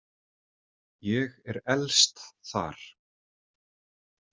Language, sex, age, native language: Icelandic, male, 30-39, Icelandic